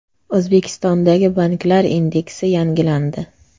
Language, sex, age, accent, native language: Uzbek, female, 25-34, Namangan, Uzbek